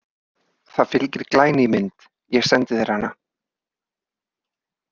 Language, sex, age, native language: Icelandic, male, 30-39, Icelandic